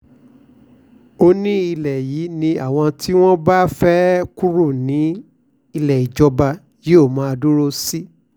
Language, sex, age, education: Yoruba, male, 46-60, tertiary